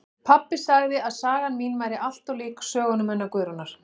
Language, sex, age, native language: Icelandic, female, 40-49, Icelandic